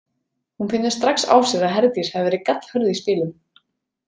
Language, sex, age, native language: Icelandic, female, 30-39, Icelandic